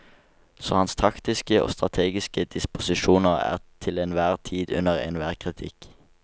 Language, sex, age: Norwegian, male, 19